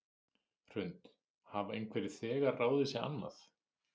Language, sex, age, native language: Icelandic, male, 30-39, Icelandic